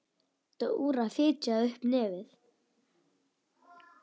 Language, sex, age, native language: Icelandic, female, 10, Icelandic